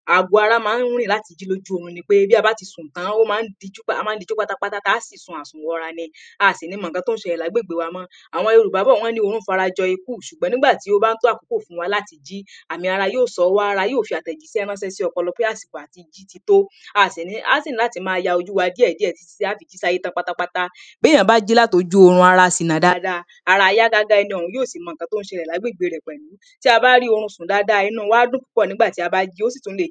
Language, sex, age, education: Yoruba, female, 30-45, primary